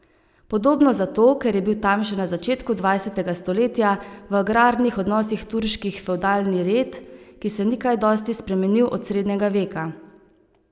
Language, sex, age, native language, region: Slovenian, female, 30-49, Slovenian, Savinja region